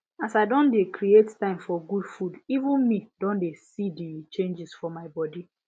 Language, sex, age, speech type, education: Nigerian Pidgin, female, 15-29, spontaneous, tertiary